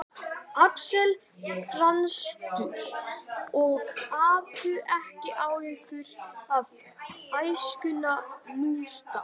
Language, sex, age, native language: Icelandic, male, 11, Icelandic